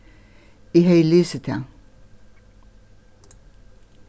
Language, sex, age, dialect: Faroese, female, 61+, Suðurstreymoy